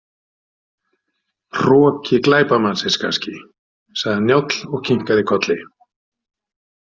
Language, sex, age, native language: Icelandic, male, 60-69, Icelandic